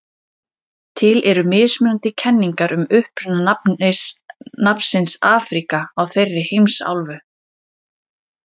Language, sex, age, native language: Icelandic, female, 30-39, Icelandic